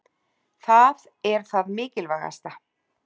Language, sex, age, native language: Icelandic, female, 40-49, Icelandic